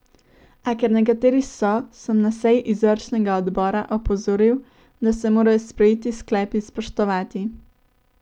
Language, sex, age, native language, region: Slovenian, female, 18-29, Slovenian, Central Slovenia